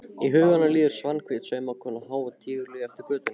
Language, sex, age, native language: Icelandic, male, 15, Icelandic